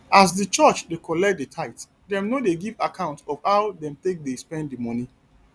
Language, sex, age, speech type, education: Nigerian Pidgin, male, 30-45, spontaneous, tertiary